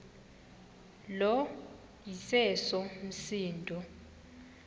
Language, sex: Xhosa, male